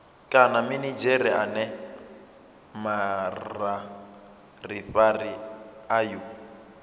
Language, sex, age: Venda, male, 27